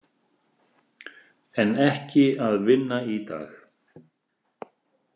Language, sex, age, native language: Icelandic, male, 30-39, Icelandic